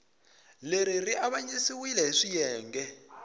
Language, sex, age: Tsonga, male, 20